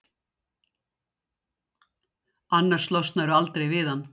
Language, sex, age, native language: Icelandic, female, 60-69, Icelandic